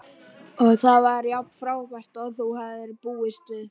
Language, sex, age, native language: Icelandic, male, 11, Icelandic